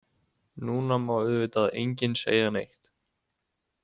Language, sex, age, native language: Icelandic, male, 18-19, Icelandic